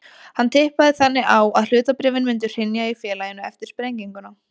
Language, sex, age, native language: Icelandic, female, 20-29, Icelandic